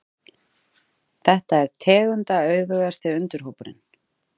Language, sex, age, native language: Icelandic, female, 30-39, Icelandic